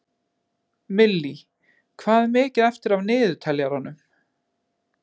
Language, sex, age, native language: Icelandic, male, 20-29, Icelandic